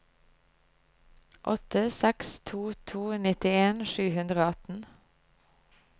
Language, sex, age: Norwegian, female, 25